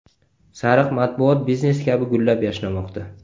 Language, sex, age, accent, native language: Uzbek, male, 18-24, Qashqadaryo, Uzbek